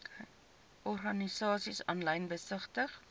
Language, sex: Afrikaans, female